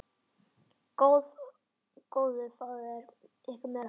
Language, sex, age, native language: Icelandic, male, 10, Icelandic